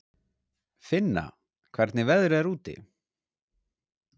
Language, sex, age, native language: Icelandic, male, 40-49, Icelandic